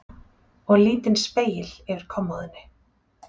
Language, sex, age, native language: Icelandic, female, 40-49, Icelandic